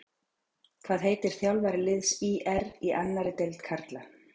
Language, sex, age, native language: Icelandic, female, 40-49, Icelandic